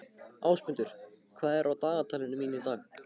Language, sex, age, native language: Icelandic, male, 15, Icelandic